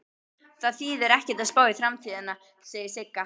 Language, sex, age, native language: Icelandic, female, 12, Icelandic